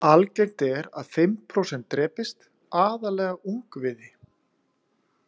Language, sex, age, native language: Icelandic, male, 40-49, Icelandic